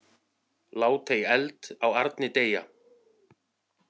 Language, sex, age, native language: Icelandic, male, 40-49, Icelandic